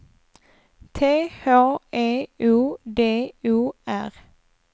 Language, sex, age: Swedish, female, 24